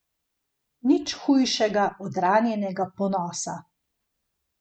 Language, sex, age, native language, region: Slovenian, female, 50-59, Slovenian, Gorenjska region